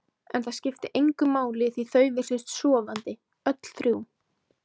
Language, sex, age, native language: Icelandic, female, 20-29, Icelandic